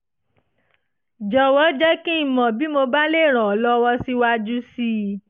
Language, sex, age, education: Yoruba, female, 15-29, tertiary